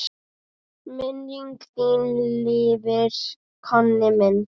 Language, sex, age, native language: Icelandic, female, 10, Icelandic